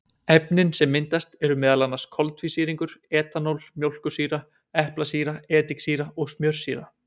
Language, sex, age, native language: Icelandic, male, 20-29, Icelandic